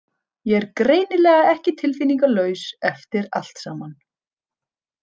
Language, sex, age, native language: Icelandic, female, 30-39, Icelandic